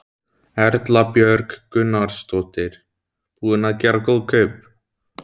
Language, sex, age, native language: Icelandic, male, 17, Icelandic